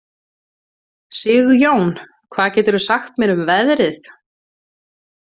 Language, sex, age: Icelandic, male, 18-19